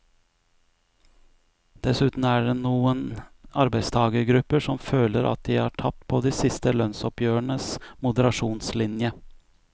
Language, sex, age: Norwegian, male, 41